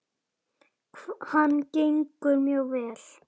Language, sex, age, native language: Icelandic, female, 8, Icelandic